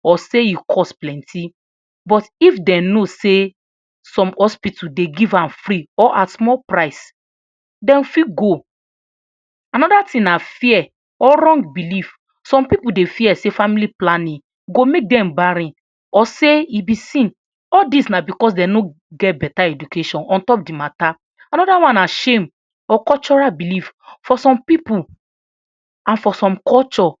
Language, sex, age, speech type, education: Nigerian Pidgin, female, 46-60, spontaneous, tertiary